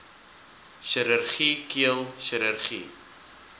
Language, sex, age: Afrikaans, male, 19